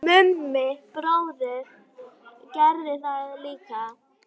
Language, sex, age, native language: Icelandic, female, 9, Icelandic